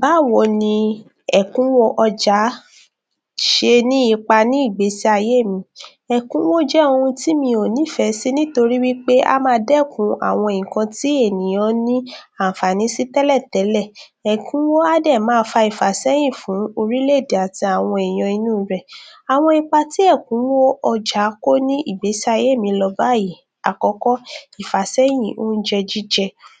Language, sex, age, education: Yoruba, female, 30-45, tertiary